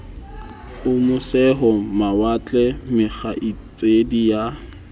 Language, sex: Southern Sotho, male